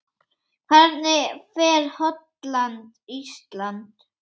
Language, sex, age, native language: Icelandic, female, 8, Icelandic